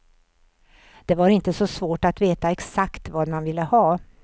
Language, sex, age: Swedish, female, 64